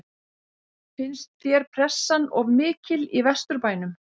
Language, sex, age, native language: Icelandic, female, 50-59, Icelandic